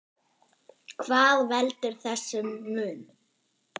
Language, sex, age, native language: Icelandic, female, 10, German